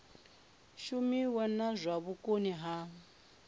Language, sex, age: Venda, female, 24